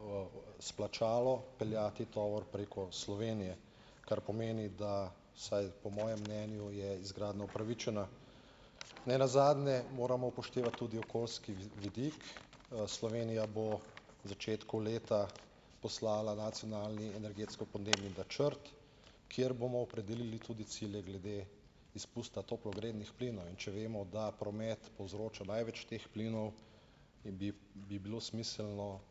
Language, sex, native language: Slovenian, male, Slovenian